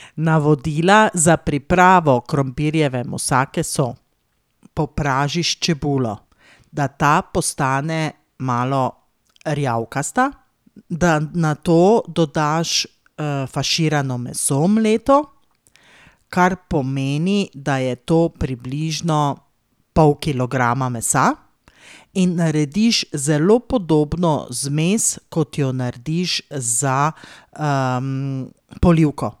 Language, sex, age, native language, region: Slovenian, female, 30-49, Slovenian, Drava region